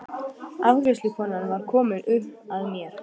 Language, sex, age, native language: Icelandic, male, 12, Icelandic